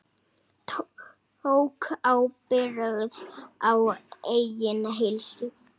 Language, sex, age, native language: Icelandic, male, 6, Icelandic